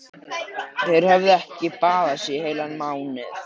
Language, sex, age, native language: Icelandic, male, 13, Icelandic